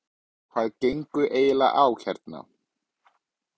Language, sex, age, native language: Icelandic, male, 20-29, Icelandic